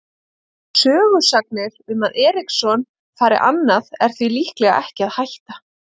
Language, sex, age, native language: Icelandic, female, 30-39, Icelandic